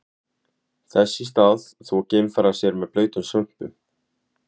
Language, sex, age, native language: Icelandic, male, 18-19, Icelandic